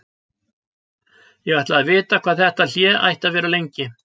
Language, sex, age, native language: Icelandic, male, 60-69, Icelandic